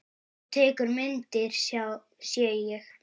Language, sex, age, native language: Icelandic, female, 9, Icelandic